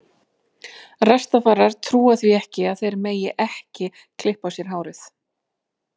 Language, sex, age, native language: Icelandic, female, 40-49, Icelandic